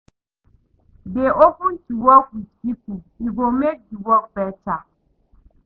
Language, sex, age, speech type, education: Nigerian Pidgin, female, 30-45, read, tertiary